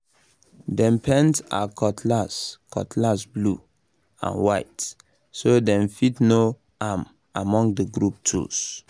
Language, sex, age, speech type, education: Nigerian Pidgin, male, 15-29, spontaneous, tertiary